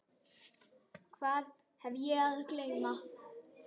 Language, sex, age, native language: Icelandic, female, 10, Icelandic